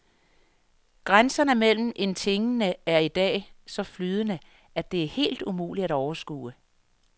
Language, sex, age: Danish, female, 58